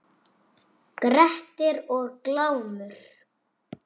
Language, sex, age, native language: Icelandic, female, 6, Icelandic